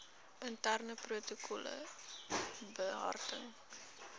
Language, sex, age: Afrikaans, female, 19